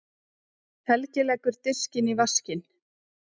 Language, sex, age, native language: Icelandic, female, 30-39, Icelandic